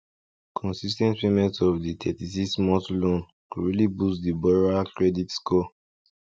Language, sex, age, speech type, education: Nigerian Pidgin, male, 15-29, spontaneous, tertiary